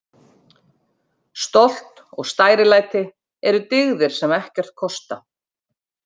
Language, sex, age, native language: Icelandic, female, 50-59, Icelandic